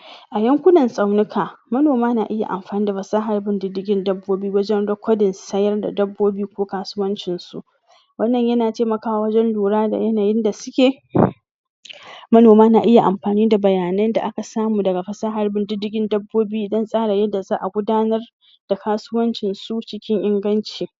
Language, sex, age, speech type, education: Hausa, female, 46-60, spontaneous, tertiary